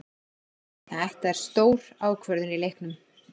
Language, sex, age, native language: Icelandic, female, 50-59, Icelandic